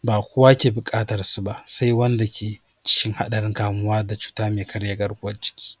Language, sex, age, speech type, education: Hausa, male, 46-60, spontaneous, tertiary